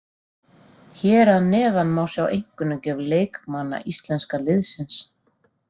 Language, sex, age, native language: Icelandic, female, 40-49, Icelandic